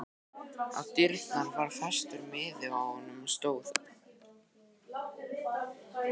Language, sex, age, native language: Icelandic, male, 12, Icelandic